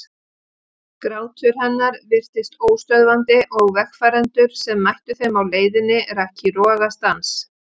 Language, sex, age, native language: Icelandic, female, 50-59, Icelandic